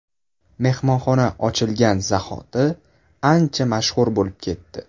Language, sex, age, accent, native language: Uzbek, male, 18-24, Buxoro, Uzbek